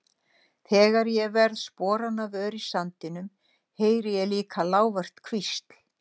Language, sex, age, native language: Icelandic, female, 60-69, Icelandic